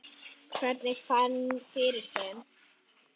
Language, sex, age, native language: Icelandic, female, 10, Icelandic